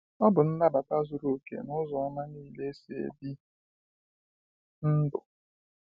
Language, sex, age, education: Igbo, male, 15-29, tertiary